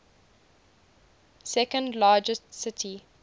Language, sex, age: English, female, 20